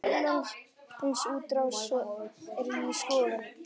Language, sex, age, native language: Icelandic, male, 10, Icelandic